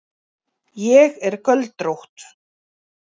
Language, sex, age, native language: Icelandic, female, 40-49, Icelandic